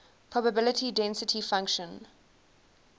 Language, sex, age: English, female, 19